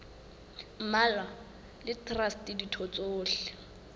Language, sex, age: Southern Sotho, female, 19